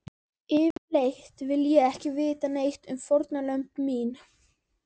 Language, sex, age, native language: Icelandic, female, 11, Icelandic